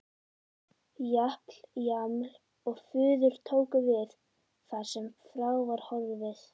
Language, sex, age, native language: Icelandic, female, 11, Icelandic